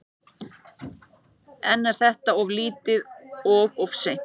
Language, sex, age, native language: Icelandic, male, 14, Icelandic